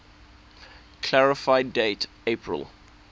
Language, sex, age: English, male, 19